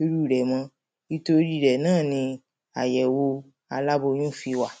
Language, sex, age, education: Yoruba, female, 30-45, primary